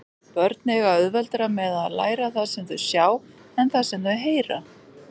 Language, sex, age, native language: Icelandic, female, 40-49, Icelandic